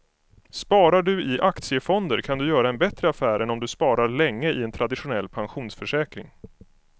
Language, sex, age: Swedish, male, 25